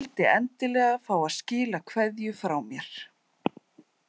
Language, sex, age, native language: Icelandic, female, 30-39, Icelandic